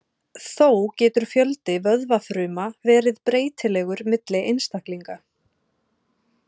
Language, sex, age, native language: Icelandic, female, 30-39, Icelandic